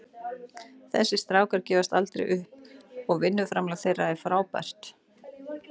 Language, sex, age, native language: Icelandic, female, 40-49, Icelandic